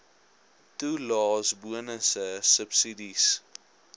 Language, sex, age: Afrikaans, male, 21